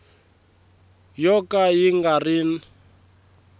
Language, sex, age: Tsonga, male, 24